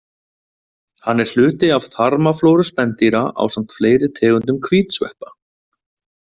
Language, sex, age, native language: Icelandic, male, 20-29, Icelandic